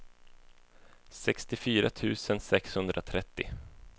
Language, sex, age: Swedish, male, 24